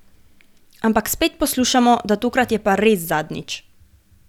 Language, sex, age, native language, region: Slovenian, female, 18-29, Slovenian, Gorenjska region